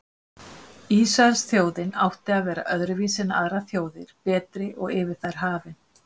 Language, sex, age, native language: Icelandic, female, 50-59, Icelandic